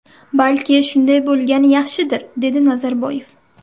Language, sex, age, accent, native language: Uzbek, female, 18-24, Surxondaryo, Uzbek